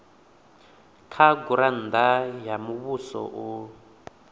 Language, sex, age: Venda, male, 28